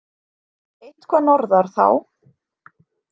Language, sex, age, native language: Icelandic, female, 20-29, Icelandic